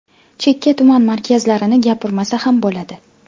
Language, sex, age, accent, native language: Uzbek, female, 18-24, Farg'ona, Uzbek